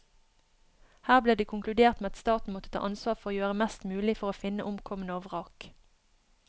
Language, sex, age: Norwegian, female, 31